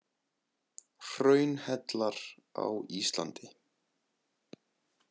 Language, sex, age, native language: Icelandic, male, 20-29, Icelandic